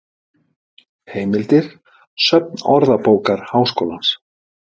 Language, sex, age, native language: Icelandic, male, 50-59, Icelandic